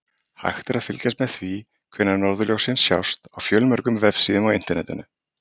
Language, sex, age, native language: Icelandic, male, 30-39, Icelandic